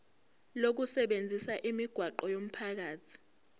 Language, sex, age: Zulu, female, 18